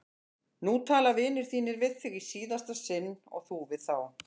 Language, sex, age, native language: Icelandic, female, 50-59, Icelandic